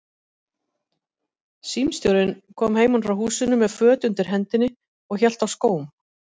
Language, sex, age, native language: Icelandic, female, 50-59, Icelandic